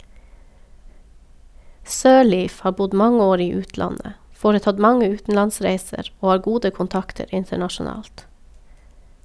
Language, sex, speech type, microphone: Norwegian, female, read, Sennheiser